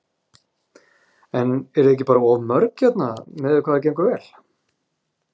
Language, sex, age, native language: Icelandic, male, 40-49, Icelandic